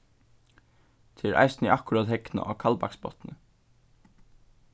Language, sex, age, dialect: Faroese, male, 15-35, Suðurstreymoy